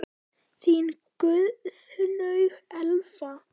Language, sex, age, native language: Icelandic, male, 9, Icelandic